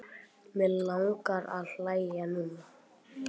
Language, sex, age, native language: Icelandic, male, 10, Icelandic